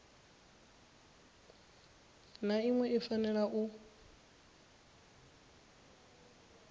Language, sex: Venda, female